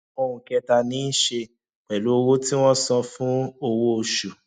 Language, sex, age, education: Yoruba, male, 15-29, tertiary